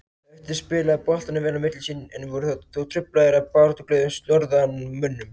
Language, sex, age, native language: Icelandic, other, 18-19, Icelandic